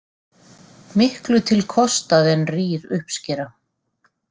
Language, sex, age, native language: Icelandic, female, 40-49, Icelandic